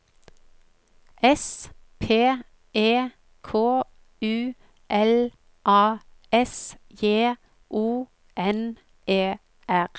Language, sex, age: Norwegian, female, 45